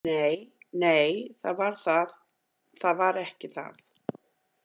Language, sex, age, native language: Icelandic, female, 50-59, Icelandic